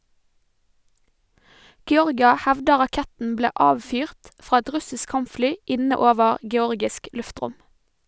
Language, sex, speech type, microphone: Norwegian, female, read, Sennheiser